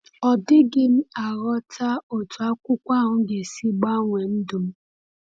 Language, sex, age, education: Igbo, female, 15-29, tertiary